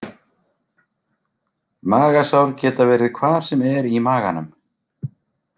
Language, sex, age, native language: Icelandic, male, 40-49, Icelandic